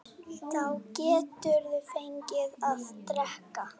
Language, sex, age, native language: Icelandic, female, 7, Icelandic